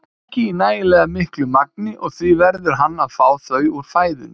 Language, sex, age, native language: Icelandic, male, 30-39, Icelandic